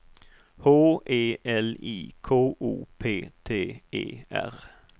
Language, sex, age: Swedish, male, 38